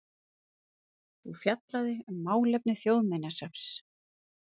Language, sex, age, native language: Icelandic, female, 30-39, Icelandic